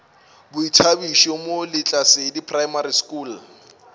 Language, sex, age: Northern Sotho, male, 24